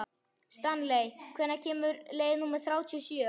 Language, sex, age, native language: Icelandic, male, 11, Icelandic